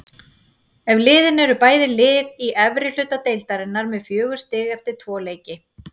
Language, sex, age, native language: Icelandic, female, 40-49, Icelandic